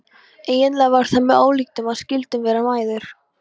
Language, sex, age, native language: Icelandic, female, 13, Polish